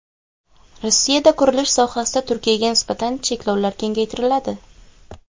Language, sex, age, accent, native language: Uzbek, female, 18-24, Xorazm, Uzbek